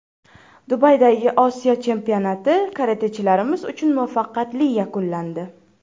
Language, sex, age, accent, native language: Uzbek, female, 12-17, Farg'ona, Uzbek